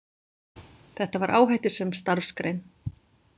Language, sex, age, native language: Icelandic, female, 40-49, Icelandic